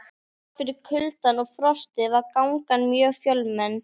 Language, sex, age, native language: Icelandic, female, 12, Icelandic